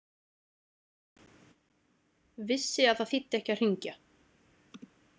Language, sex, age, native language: Icelandic, female, 30-39, Icelandic